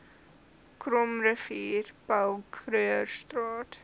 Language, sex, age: Afrikaans, female, 19